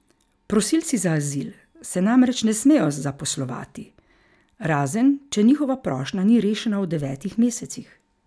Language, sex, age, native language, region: Slovenian, female, 50-59, Slovenian, Carinthia region